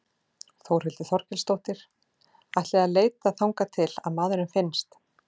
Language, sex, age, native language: Icelandic, female, 40-49, Icelandic